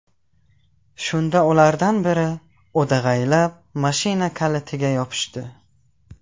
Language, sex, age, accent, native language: Uzbek, male, 18-24, Qashqadaryo, Tajik